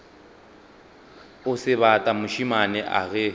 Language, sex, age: Northern Sotho, male, 22